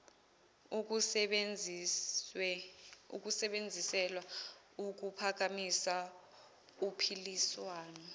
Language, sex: Zulu, female